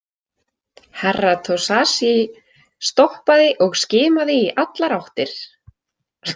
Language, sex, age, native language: Icelandic, female, 20-29, Icelandic